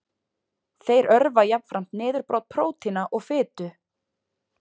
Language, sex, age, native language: Icelandic, female, 20-29, Icelandic